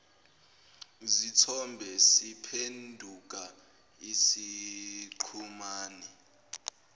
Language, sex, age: Zulu, male, 18